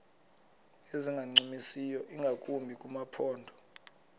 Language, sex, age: Xhosa, male, 20